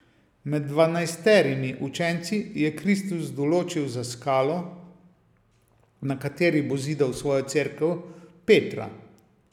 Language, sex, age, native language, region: Slovenian, male, 50-59, Slovenian, Savinja region